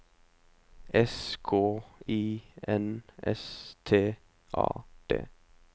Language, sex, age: Norwegian, male, 25